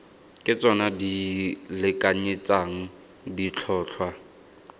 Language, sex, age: Tswana, male, 19